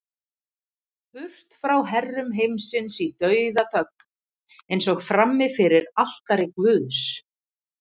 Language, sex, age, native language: Icelandic, female, 30-39, Icelandic